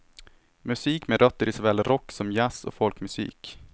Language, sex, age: Swedish, male, 18